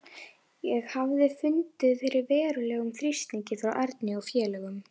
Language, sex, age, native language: Icelandic, female, 11, Icelandic